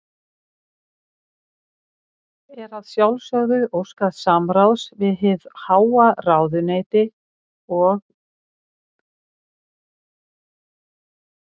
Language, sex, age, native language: Icelandic, female, 60-69, Icelandic